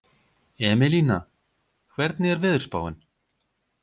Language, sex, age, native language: Icelandic, male, 50-59, Icelandic